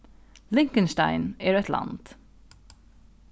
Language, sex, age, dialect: Faroese, female, 36-60, Norðuroyggjar